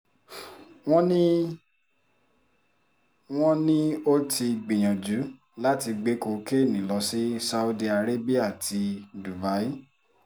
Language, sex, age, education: Yoruba, female, 30-45, tertiary